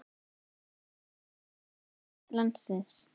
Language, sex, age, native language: Icelandic, female, 18-19, Icelandic